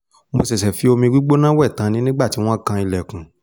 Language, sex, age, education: Yoruba, male, 15-29, tertiary